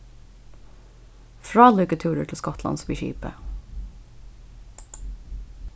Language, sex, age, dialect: Faroese, female, 15-35, Suðurstreymoy